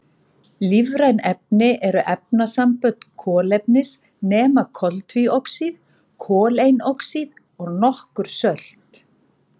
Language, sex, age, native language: Icelandic, female, 40-49, Icelandic